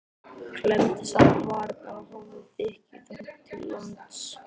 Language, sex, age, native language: Icelandic, male, 13, Icelandic